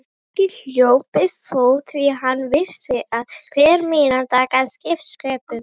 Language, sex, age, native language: Icelandic, female, 18-19, Icelandic